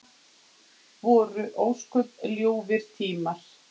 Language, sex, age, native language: Icelandic, female, 8, Icelandic